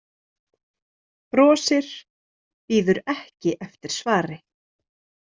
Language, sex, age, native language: Icelandic, female, 30-39, Icelandic